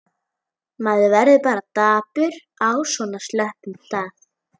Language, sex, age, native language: Icelandic, female, 11, Icelandic